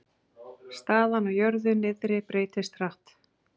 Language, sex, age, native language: Icelandic, female, 40-49, Icelandic